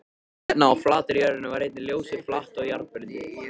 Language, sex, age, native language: Icelandic, male, 13, Icelandic